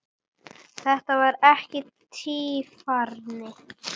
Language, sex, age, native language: Icelandic, female, 9, Icelandic